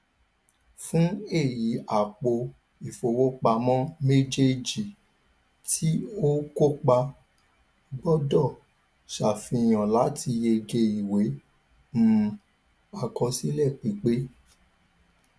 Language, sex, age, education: Yoruba, male, 15-29, tertiary